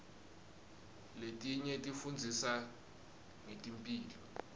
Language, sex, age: Swati, male, 20